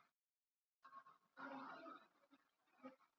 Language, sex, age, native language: Icelandic, female, 40-49, Icelandic